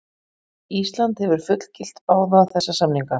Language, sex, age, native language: Icelandic, female, 40-49, Icelandic